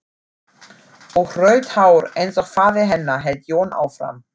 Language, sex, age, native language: Icelandic, female, 40-49, German